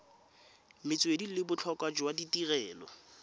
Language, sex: Tswana, female